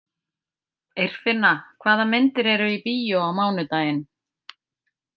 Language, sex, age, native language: Icelandic, female, 50-59, Icelandic